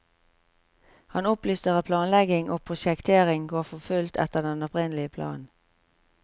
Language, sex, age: Norwegian, female, 45